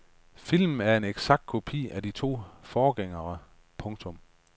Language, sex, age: Danish, male, 35